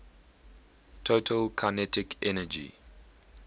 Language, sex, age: English, male, 21